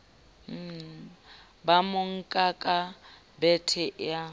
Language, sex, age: Southern Sotho, female, 29